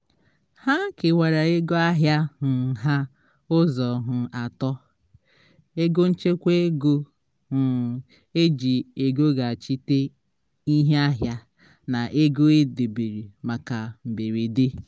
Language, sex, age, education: Igbo, female, 30-45, tertiary